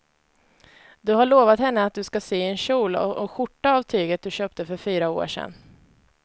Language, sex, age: Swedish, female, 25